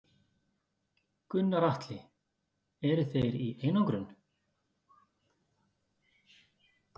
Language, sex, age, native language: Icelandic, male, 50-59, Icelandic